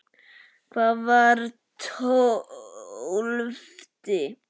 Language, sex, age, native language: Icelandic, male, 10, Icelandic